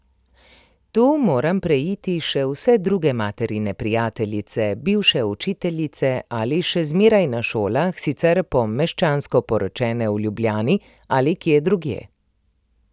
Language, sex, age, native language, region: Slovenian, female, 30-49, Slovenian, Primorsko-notranjska region